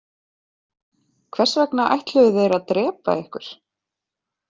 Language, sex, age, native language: Icelandic, female, 30-39, Icelandic